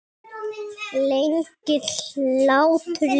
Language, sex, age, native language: Icelandic, male, 7, Icelandic